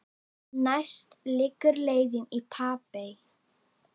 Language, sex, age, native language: Icelandic, female, 9, Icelandic